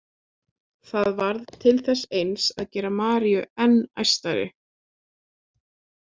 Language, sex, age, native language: Icelandic, female, 20-29, Icelandic